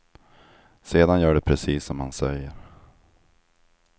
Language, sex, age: Swedish, male, 25